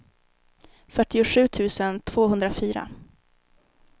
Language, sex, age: Swedish, female, 19